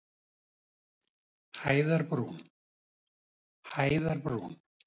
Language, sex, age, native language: Icelandic, male, 70-79, Icelandic